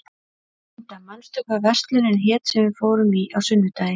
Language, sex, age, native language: Icelandic, female, 30-39, Icelandic